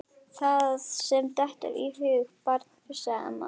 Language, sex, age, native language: Icelandic, female, 11, Icelandic